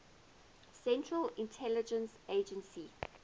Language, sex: English, female